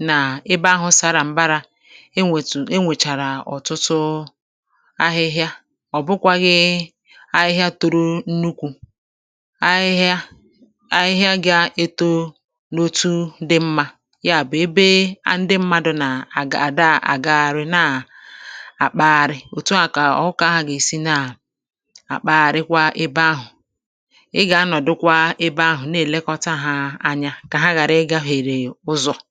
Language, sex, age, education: Igbo, male, 30-45, tertiary